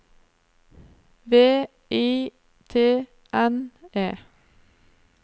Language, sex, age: Norwegian, female, 27